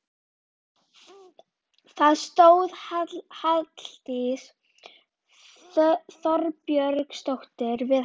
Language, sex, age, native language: Icelandic, female, 11, Icelandic